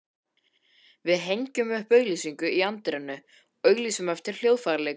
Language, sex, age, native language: Icelandic, male, 13, Icelandic